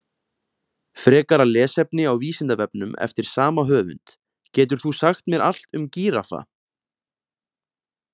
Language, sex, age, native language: Icelandic, male, 20-29, Icelandic